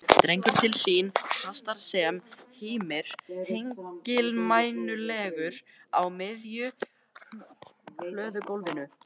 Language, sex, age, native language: Icelandic, male, 13, Icelandic